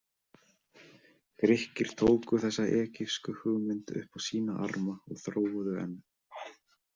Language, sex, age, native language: Icelandic, male, 30-39, Icelandic